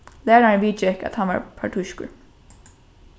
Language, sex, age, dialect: Faroese, female, 15-35, Norðuroyggjar